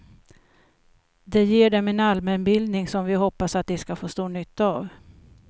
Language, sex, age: Swedish, female, 56